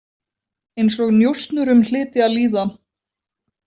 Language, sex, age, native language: Icelandic, female, 20-29, Icelandic